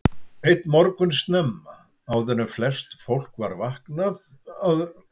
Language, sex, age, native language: Icelandic, male, 70-79, Icelandic